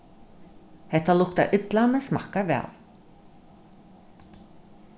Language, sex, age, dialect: Faroese, female, 36-60, Norðurstreymoy/Eysturoy